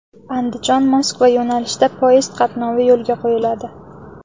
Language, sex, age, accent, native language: Uzbek, female, 18-24, Samarqand, Uzbek